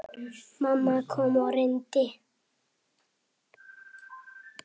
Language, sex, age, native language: Icelandic, male, 7, Icelandic